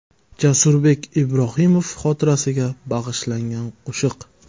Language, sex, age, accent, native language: Uzbek, male, 19-29, Jizzax, Uzbek